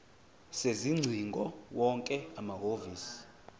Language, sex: Zulu, male